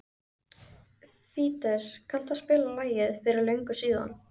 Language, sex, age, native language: Icelandic, female, 14, Icelandic